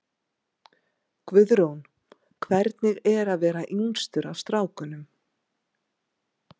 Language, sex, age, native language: Icelandic, female, 60-69, Icelandic